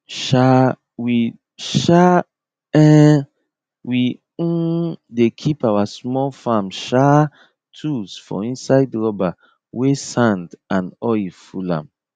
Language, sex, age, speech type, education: Nigerian Pidgin, male, 30-45, spontaneous, tertiary